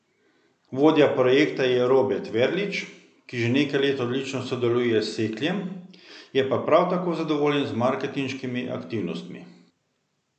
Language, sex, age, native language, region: Slovenian, male, 50-59, Slovenian, Central Slovenia